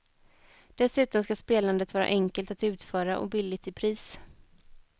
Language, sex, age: Swedish, female, 21